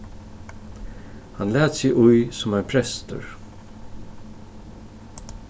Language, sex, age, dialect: Faroese, male, 36-60, Suðurstreymoy